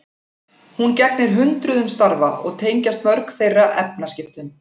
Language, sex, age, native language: Icelandic, female, 40-49, Icelandic